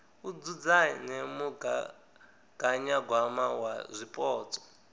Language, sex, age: Venda, male, 19